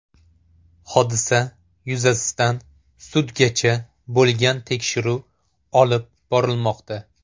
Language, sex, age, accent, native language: Uzbek, male, 18-24, Toshkent shahri, Uzbek